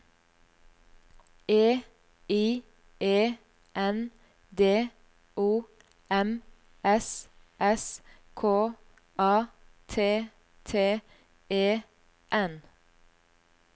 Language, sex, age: Norwegian, female, 38